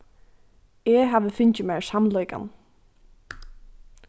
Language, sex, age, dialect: Faroese, female, 15-35, Norðuroyggjar